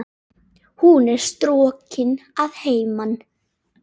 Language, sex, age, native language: Icelandic, female, 10, Icelandic